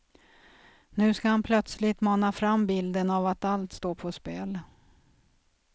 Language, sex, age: Swedish, female, 46